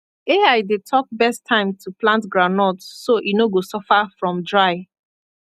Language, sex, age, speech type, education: Nigerian Pidgin, female, 15-29, spontaneous, tertiary